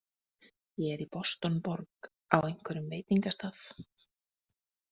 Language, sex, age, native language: Icelandic, female, 20-29, Icelandic